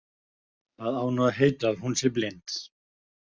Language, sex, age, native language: Icelandic, male, 50-59, Icelandic